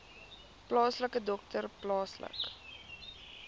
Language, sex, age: Afrikaans, female, 19